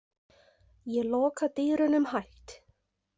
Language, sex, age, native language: Icelandic, female, 20-29, Icelandic